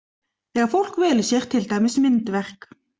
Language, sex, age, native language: Icelandic, other, 20-29, Icelandic